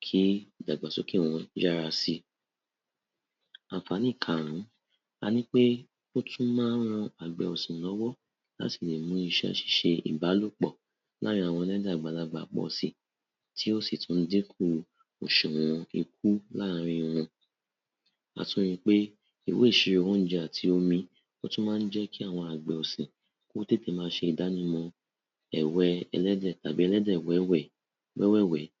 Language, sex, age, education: Yoruba, male, 60+, tertiary